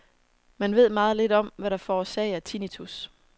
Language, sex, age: Danish, female, 27